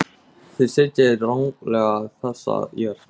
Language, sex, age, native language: Icelandic, male, 18-19, Icelandic